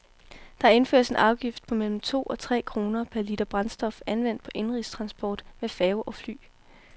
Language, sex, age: Danish, female, 18